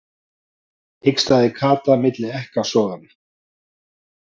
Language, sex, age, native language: Icelandic, male, 40-49, Icelandic